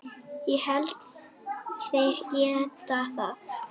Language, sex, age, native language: Icelandic, female, 18-19, Icelandic